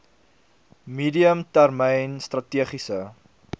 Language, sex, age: Afrikaans, male, 22